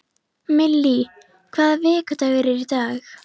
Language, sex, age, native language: Icelandic, female, 11, Icelandic